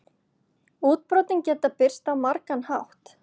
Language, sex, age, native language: Icelandic, male, 40-49, Icelandic